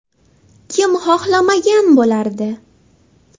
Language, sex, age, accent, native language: Uzbek, female, 19-29, Farg'ona, Uzbek